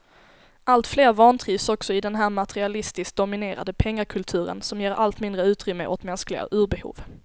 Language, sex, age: Swedish, female, 17